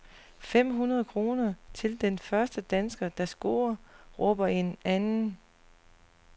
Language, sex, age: Danish, female, 40